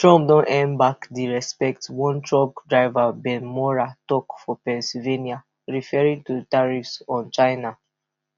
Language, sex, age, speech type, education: Nigerian Pidgin, female, 15-29, spontaneous, tertiary